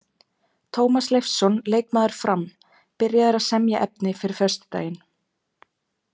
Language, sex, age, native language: Icelandic, female, 20-29, Icelandic